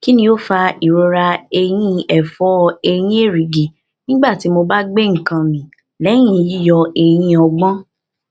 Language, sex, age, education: Yoruba, female, 15-29, tertiary